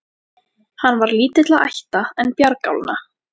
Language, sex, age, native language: Icelandic, female, 14, Icelandic